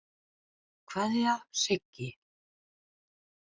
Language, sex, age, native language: Icelandic, female, 30-39, Icelandic